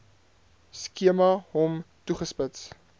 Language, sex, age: Afrikaans, male, 22